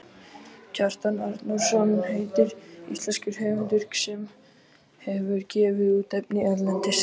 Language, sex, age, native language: Icelandic, other, 18-19, Icelandic